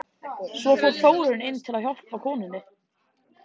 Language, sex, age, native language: Icelandic, male, 13, Icelandic